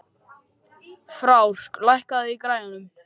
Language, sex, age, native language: Icelandic, male, 13, Icelandic